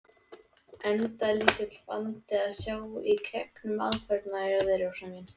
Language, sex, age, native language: Icelandic, male, 18-19, Icelandic